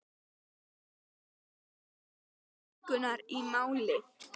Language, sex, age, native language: Icelandic, female, 12, Icelandic